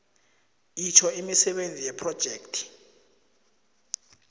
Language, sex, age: South Ndebele, male, 20